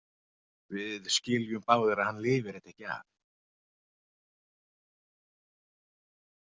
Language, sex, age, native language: Icelandic, male, 40-49, Icelandic